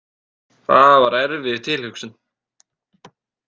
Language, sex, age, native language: Icelandic, male, 18-19, Icelandic